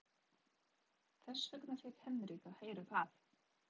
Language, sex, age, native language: Icelandic, female, 30-39, Polish